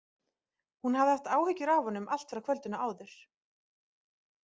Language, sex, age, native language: Icelandic, female, 30-39, Icelandic